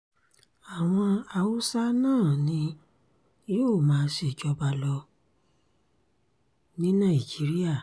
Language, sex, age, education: Yoruba, female, 30-45, tertiary